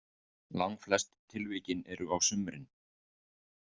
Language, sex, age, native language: Icelandic, male, 50-59, Icelandic